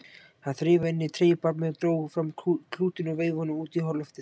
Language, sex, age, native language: Icelandic, male, 18-19, Icelandic